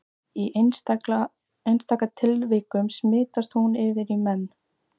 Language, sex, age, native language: Icelandic, female, 18-19, Icelandic